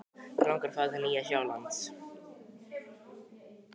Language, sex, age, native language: Icelandic, male, 12, Icelandic